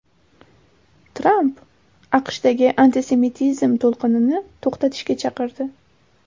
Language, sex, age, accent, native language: Uzbek, female, 18-24, Samarqand, Uzbek